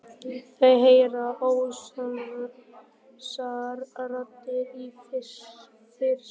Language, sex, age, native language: Icelandic, male, 11, Icelandic